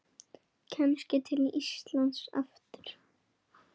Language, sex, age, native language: Icelandic, male, 8, Icelandic